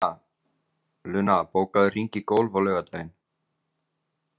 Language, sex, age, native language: Icelandic, male, 20-29, Icelandic